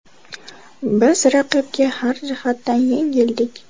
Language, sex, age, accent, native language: Uzbek, female, 19-29, Toshkent shahri, Uzbek